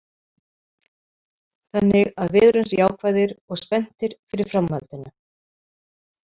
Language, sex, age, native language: Icelandic, female, 50-59, Icelandic